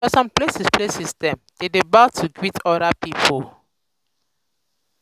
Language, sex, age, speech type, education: Nigerian Pidgin, female, 15-29, spontaneous, tertiary